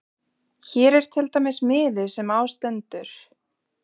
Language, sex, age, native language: Icelandic, female, 20-29, Icelandic